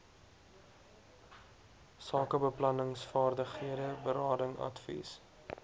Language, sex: Afrikaans, male